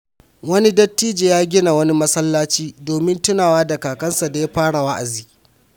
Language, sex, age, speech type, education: Hausa, male, 15-29, read, primary